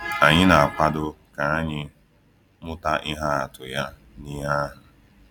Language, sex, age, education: Igbo, male, 15-29, tertiary